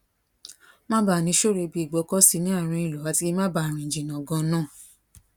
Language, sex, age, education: Yoruba, female, 15-29, tertiary